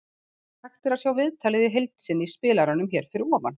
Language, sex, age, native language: Icelandic, female, 40-49, Icelandic